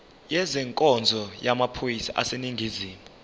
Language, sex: Zulu, male